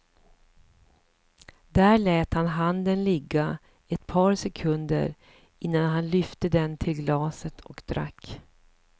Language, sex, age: Swedish, female, 54